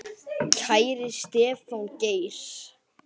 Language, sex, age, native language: Icelandic, male, 10, Icelandic